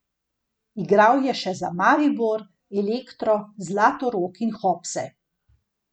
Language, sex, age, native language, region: Slovenian, female, 50-59, Slovenian, Gorenjska region